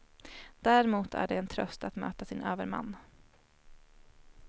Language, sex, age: Swedish, female, 21